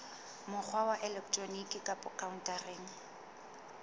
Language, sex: Southern Sotho, female